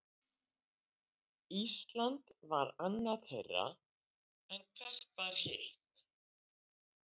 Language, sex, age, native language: Icelandic, female, 60-69, Icelandic